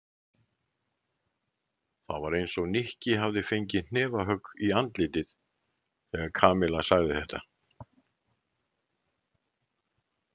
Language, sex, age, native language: Icelandic, male, 70-79, Icelandic